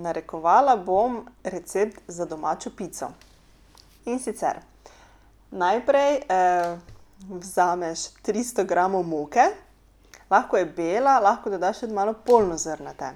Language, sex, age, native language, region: Slovenian, female, 30-49, Slovenian, Pomurje region